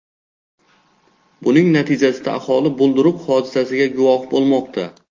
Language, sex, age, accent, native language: Uzbek, male, 18-24, Xorazm, Uzbek